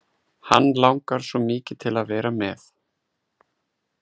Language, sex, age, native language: Icelandic, male, 30-39, Icelandic